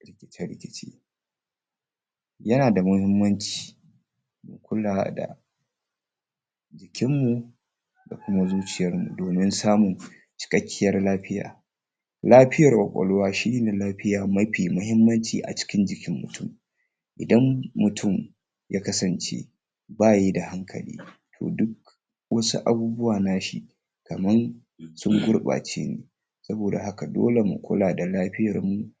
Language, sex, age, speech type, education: Hausa, male, 46-60, spontaneous, tertiary